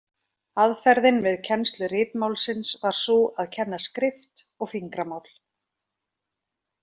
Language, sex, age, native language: Icelandic, female, 40-49, Icelandic